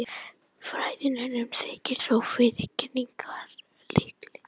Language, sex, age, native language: Icelandic, female, 18-19, Icelandic